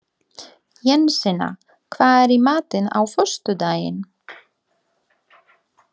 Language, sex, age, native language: Icelandic, female, 30-39, Polish